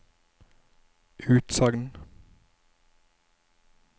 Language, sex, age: Norwegian, male, 27